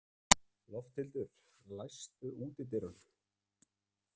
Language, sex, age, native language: Icelandic, male, 30-39, Icelandic